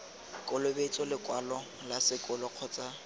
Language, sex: Tswana, male